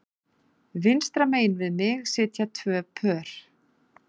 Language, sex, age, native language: Icelandic, female, 40-49, Icelandic